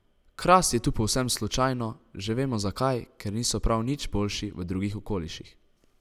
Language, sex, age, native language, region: Slovenian, male, 18-29, Slovenian, Savinja region